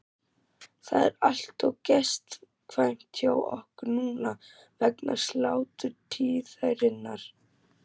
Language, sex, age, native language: Icelandic, male, 12, German